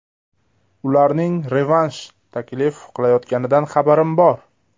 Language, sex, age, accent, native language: Uzbek, male, 19-29, Namangan, Uzbek